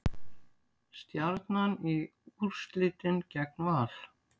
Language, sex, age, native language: Icelandic, female, 60-69, Icelandic